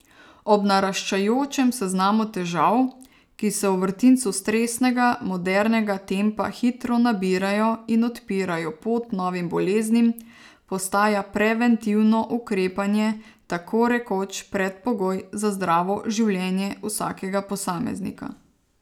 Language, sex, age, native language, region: Slovenian, female, 30-49, Slovenian, Savinja region